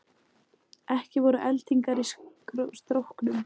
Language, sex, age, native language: Icelandic, female, 18-19, Icelandic